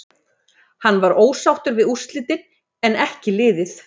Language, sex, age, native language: Icelandic, female, 30-39, Icelandic